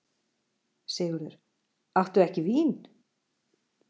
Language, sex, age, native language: Icelandic, female, 40-49, Icelandic